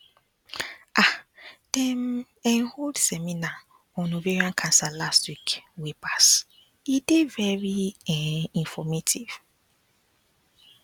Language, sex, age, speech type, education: Nigerian Pidgin, female, 15-29, spontaneous, tertiary